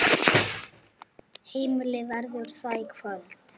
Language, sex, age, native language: Icelandic, male, 8, Icelandic